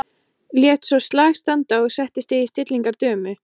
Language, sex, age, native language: Icelandic, female, 14, Icelandic